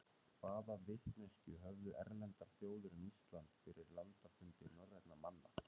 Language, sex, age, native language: Icelandic, male, 30-39, Icelandic